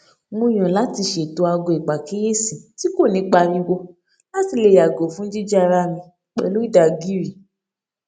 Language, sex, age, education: Yoruba, female, 15-29, tertiary